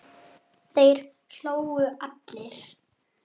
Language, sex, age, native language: Icelandic, male, 7, Icelandic